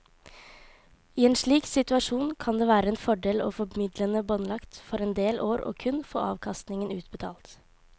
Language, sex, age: Norwegian, female, 18